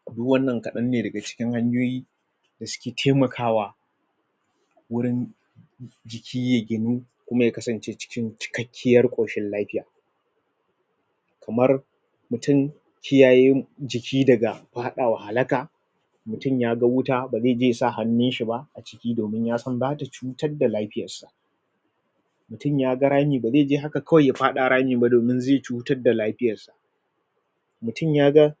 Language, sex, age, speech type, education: Hausa, male, 30-45, spontaneous, tertiary